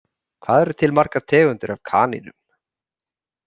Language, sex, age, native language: Icelandic, male, 30-39, Icelandic